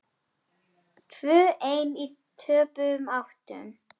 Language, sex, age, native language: Icelandic, female, 10, Icelandic